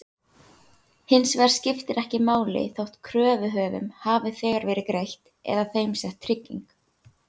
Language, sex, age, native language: Icelandic, female, 18-19, Icelandic